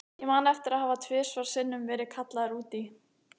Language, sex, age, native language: Icelandic, female, 18-19, Icelandic